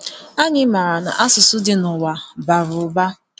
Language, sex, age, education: Igbo, female, 15-29, tertiary